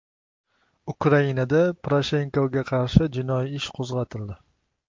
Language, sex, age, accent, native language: Uzbek, male, 25-34, Toshkent shahri, Uzbek